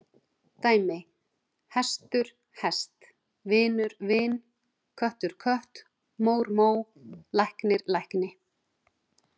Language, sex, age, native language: Icelandic, female, 40-49, Icelandic